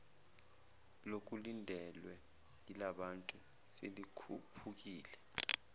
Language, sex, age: Zulu, male, 24